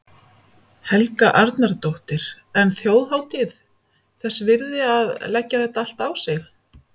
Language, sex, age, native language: Icelandic, female, 50-59, Icelandic